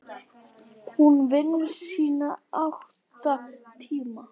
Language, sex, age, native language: Icelandic, female, 10, Icelandic